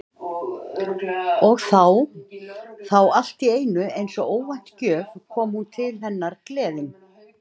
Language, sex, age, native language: Icelandic, female, 60-69, Icelandic